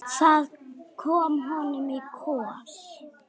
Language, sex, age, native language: Icelandic, female, 9, Icelandic